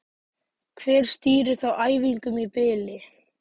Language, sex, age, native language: Icelandic, male, 18-19, Icelandic